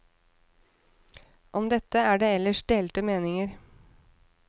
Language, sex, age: Norwegian, female, 30